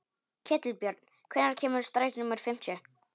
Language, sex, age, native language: Icelandic, male, 18-19, Polish